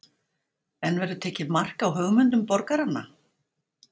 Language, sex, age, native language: Icelandic, female, 60-69, Icelandic